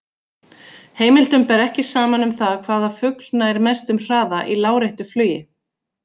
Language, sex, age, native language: Icelandic, female, 40-49, Icelandic